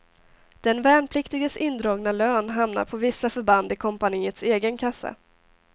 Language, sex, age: Swedish, female, 18